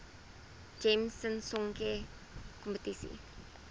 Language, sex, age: Afrikaans, female, 19